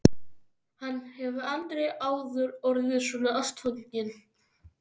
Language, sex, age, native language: Icelandic, male, 13, Icelandic